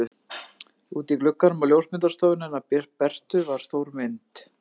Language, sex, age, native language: Icelandic, female, 50-59, Icelandic